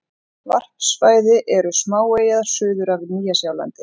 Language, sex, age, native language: Icelandic, female, 40-49, Icelandic